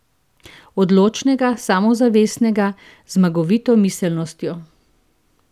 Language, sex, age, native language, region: Slovenian, female, 50-59, Slovenian, Central Slovenia